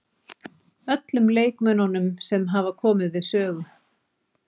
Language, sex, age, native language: Icelandic, female, 40-49, Icelandic